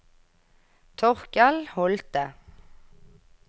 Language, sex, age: Norwegian, female, 24